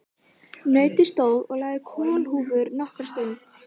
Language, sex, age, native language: Icelandic, female, 12, Icelandic